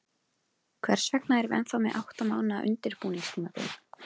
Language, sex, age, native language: Icelandic, female, 20-29, Icelandic